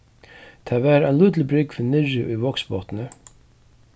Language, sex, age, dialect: Faroese, male, 36-60, Suðurstreymoy